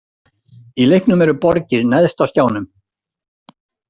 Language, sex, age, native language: Icelandic, male, 60-69, Icelandic